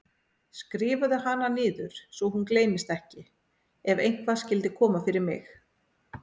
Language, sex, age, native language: Icelandic, female, 40-49, Icelandic